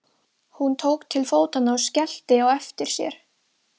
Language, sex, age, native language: Icelandic, female, 12, Icelandic